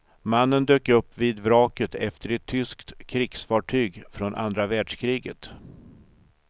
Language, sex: Swedish, male